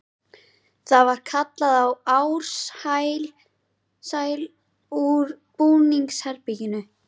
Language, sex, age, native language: Icelandic, female, 11, Icelandic